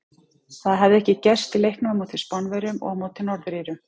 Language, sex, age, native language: Icelandic, female, 30-39, Icelandic